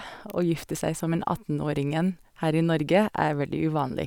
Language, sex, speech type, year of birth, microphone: Norwegian, female, spontaneous, 1984, Sennheiser